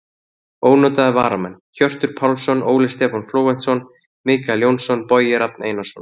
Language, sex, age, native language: Icelandic, male, 30-39, Icelandic